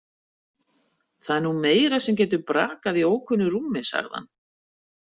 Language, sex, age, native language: Icelandic, female, 60-69, Icelandic